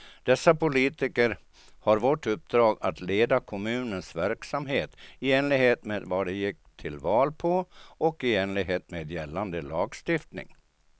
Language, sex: Swedish, male